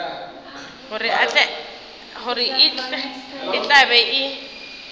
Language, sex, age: Northern Sotho, female, 30